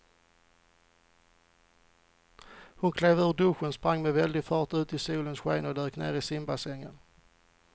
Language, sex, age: Swedish, male, 40